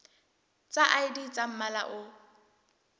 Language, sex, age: Southern Sotho, female, 23